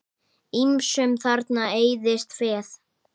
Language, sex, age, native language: Icelandic, male, 8, Icelandic